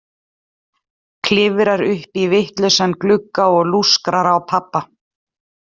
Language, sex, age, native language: Icelandic, female, 40-49, Icelandic